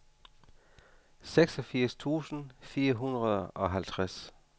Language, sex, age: Danish, male, 49